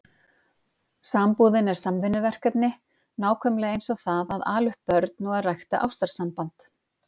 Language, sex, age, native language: Icelandic, female, 50-59, Icelandic